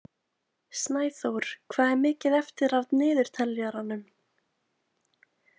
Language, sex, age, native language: Icelandic, female, 20-29, Icelandic